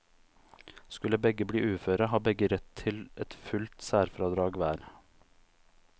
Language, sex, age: Norwegian, male, 29